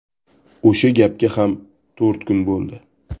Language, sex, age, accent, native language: Uzbek, male, 18-24, Toshkent viloyati, Uzbek